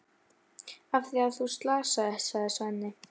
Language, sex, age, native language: Icelandic, female, 11, Icelandic